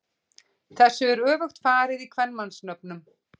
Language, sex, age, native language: Icelandic, female, 40-49, Icelandic